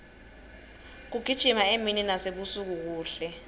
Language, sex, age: Swati, female, 21